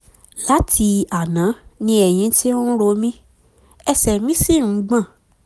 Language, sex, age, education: Yoruba, female, 15-29, tertiary